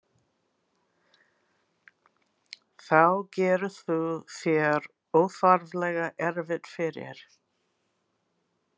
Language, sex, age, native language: Icelandic, female, 60-69, English